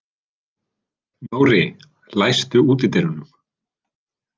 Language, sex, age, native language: Icelandic, male, 30-39, Icelandic